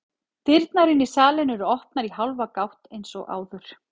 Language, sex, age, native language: Icelandic, female, 40-49, Icelandic